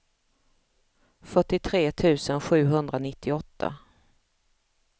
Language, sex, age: Swedish, female, 45